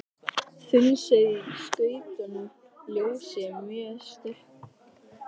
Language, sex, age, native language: Icelandic, male, 13, Icelandic